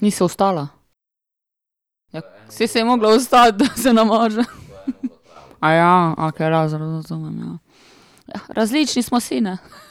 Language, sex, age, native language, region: Slovenian, female, 30-49, Slovenian, Primorsko-notranjska region